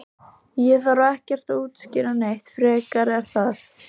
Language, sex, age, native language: Icelandic, female, 13, Icelandic